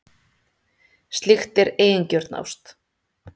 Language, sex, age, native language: Icelandic, female, 30-39, Icelandic